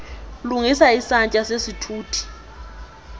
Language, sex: Xhosa, female